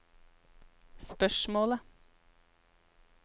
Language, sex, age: Norwegian, female, 33